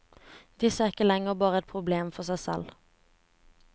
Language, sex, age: Norwegian, female, 17